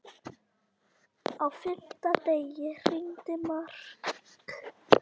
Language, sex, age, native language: Icelandic, female, 8, Icelandic